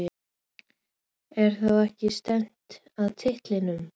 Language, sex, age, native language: Icelandic, female, 13, Icelandic